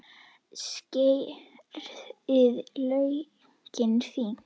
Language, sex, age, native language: Icelandic, female, 10, Icelandic